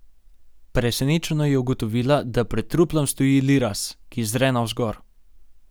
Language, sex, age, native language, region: Slovenian, male, 18-29, Slovenian, Gorenjska region